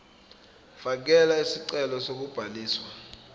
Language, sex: Zulu, male